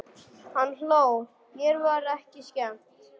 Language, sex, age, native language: Icelandic, male, 11, Icelandic